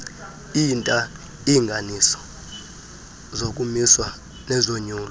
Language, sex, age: Xhosa, male, 35